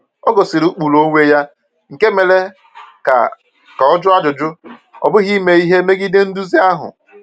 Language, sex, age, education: Igbo, male, 15-29, tertiary